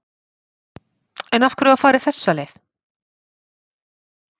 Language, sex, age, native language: Icelandic, female, 40-49, Icelandic